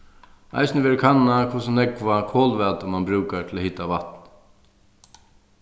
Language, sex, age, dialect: Faroese, male, 36-60, Sandoy